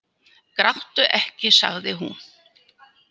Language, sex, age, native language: Icelandic, female, 70-79, Icelandic